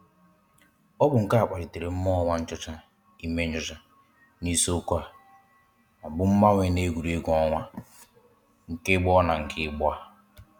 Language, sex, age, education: Igbo, male, 15-29, tertiary